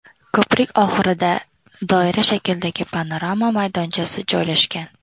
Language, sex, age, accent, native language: Uzbek, female, under 19, Toshkent viloyati, Uzbek